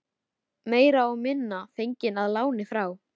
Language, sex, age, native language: Icelandic, female, 13, Icelandic